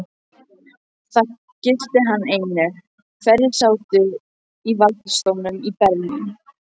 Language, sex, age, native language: Icelandic, other, 13, Icelandic